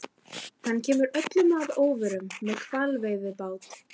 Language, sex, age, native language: Icelandic, female, 15, Icelandic